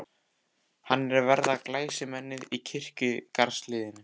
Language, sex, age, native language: Icelandic, male, 14, Icelandic